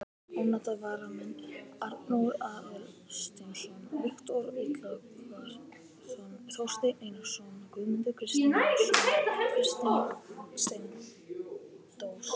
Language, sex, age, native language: Icelandic, male, 18-19, Icelandic